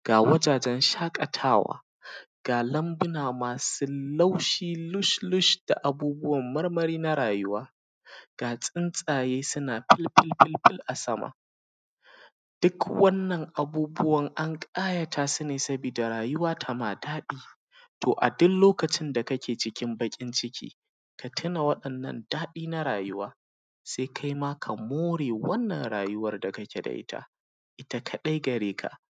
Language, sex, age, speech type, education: Hausa, male, 15-29, spontaneous, primary